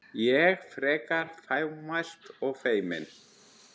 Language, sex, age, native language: Icelandic, male, 10, Icelandic